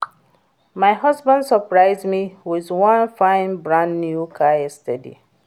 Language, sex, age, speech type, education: Nigerian Pidgin, female, 46-60, read, secondary